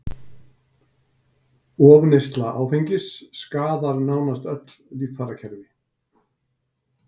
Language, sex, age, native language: Icelandic, male, 60-69, Icelandic